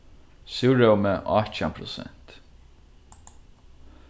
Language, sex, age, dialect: Faroese, male, 15-35, Norðurstreymoy/Eysturoy